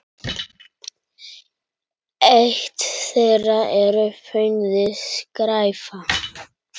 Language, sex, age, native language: Icelandic, male, 9, Icelandic